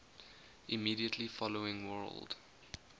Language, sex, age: English, male, 20